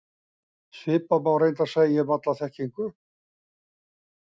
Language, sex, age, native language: Icelandic, male, 60-69, Icelandic